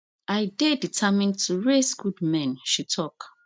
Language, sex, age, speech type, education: Nigerian Pidgin, female, 30-45, spontaneous, tertiary